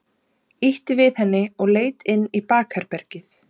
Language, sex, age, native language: Icelandic, female, 30-39, Icelandic